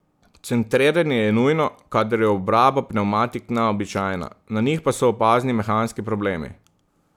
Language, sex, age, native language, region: Slovenian, male, 30-49, Slovenian, Southeast Slovenia